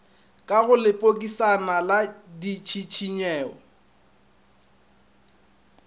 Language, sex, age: Northern Sotho, male, 25